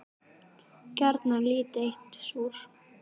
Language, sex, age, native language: Icelandic, female, 10, Icelandic